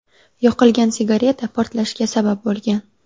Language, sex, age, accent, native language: Uzbek, female, 18-24, Sirdaryo, Uzbek